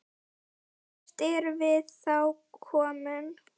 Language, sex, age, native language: Icelandic, female, 10, Icelandic